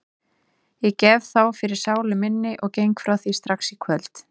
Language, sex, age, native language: Icelandic, female, 30-39, Icelandic